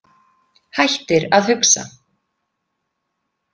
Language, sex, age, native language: Icelandic, female, 50-59, Icelandic